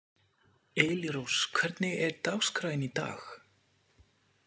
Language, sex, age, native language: Icelandic, male, 20-29, French